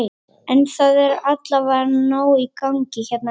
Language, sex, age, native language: Icelandic, female, 18-19, Icelandic